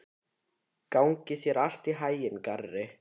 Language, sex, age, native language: Icelandic, male, 13, Icelandic